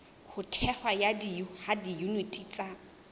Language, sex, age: Southern Sotho, female, 20